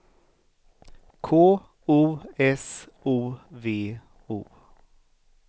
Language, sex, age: Swedish, male, 38